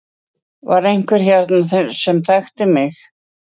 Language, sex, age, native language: Icelandic, female, 60-69, Icelandic